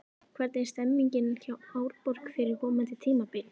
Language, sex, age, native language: Icelandic, female, 11, Icelandic